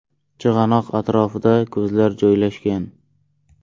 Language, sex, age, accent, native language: Uzbek, male, 18-24, Samarqand, Uzbek